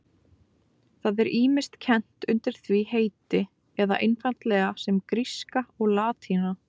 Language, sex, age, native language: Icelandic, female, 20-29, Icelandic